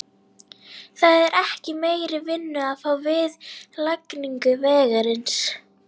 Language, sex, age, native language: Icelandic, female, 11, Icelandic